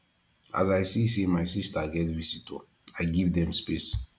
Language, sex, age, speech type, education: Nigerian Pidgin, male, 15-29, spontaneous, tertiary